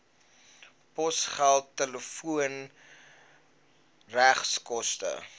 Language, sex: Afrikaans, male